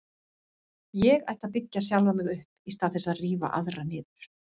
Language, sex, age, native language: Icelandic, female, 50-59, Icelandic